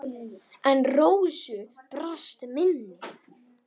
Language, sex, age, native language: Icelandic, male, 10, Icelandic